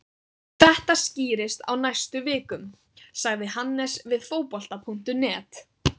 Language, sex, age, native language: Icelandic, female, 18-19, Icelandic